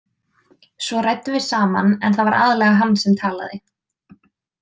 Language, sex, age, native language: Icelandic, female, 20-29, Icelandic